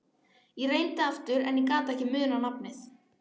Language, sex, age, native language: Icelandic, female, 12, Icelandic